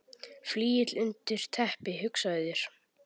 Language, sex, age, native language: Icelandic, male, 10, Icelandic